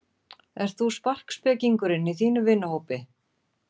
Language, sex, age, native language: Icelandic, female, 40-49, Icelandic